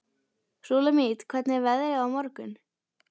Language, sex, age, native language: Icelandic, female, 12, Icelandic